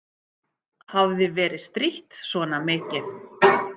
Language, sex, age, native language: Icelandic, female, 50-59, Icelandic